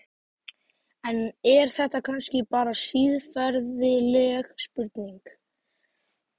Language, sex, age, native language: Icelandic, male, 18-19, Icelandic